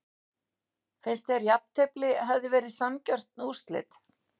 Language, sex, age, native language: Icelandic, female, 60-69, Icelandic